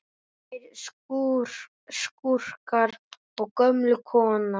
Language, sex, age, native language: Icelandic, male, 10, Icelandic